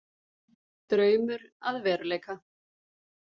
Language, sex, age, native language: Icelandic, female, 40-49, Icelandic